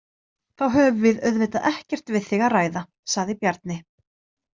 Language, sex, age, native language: Icelandic, female, 30-39, Icelandic